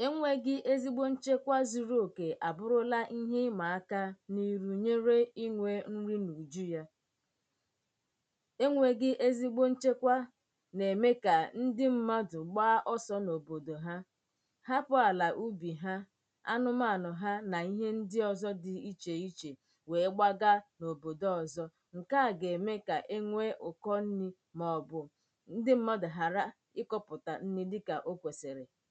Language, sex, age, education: Igbo, female, 30-45, tertiary